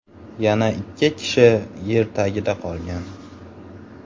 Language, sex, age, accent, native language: Uzbek, male, 18-24, Farg'ona, Uzbek